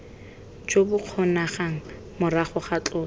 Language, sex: Tswana, female